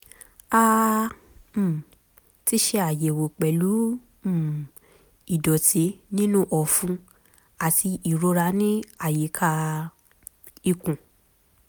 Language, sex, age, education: Yoruba, female, 15-29, tertiary